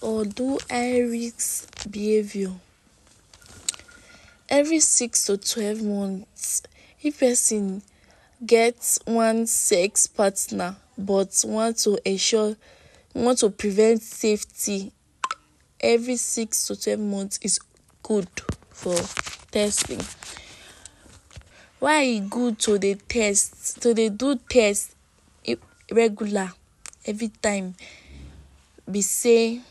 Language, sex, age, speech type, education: Nigerian Pidgin, female, 46-60, spontaneous, tertiary